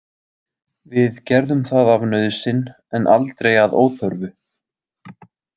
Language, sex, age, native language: Icelandic, male, 20-29, Icelandic